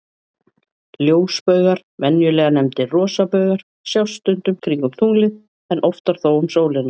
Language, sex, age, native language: Icelandic, female, 40-49, Icelandic